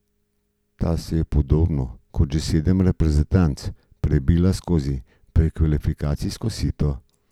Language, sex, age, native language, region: Slovenian, male, 50-59, Slovenian, Gorenjska region